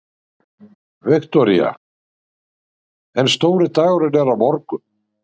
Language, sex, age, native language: Icelandic, male, 60-69, Icelandic